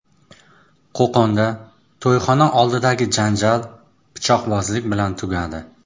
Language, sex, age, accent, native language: Uzbek, male, 25-34, Toshkent shahri, Uzbek